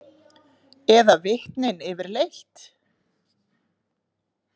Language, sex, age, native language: Icelandic, female, 40-49, Icelandic